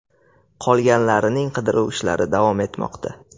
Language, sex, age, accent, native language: Uzbek, male, 18-24, Qashqadaryo, Uzbek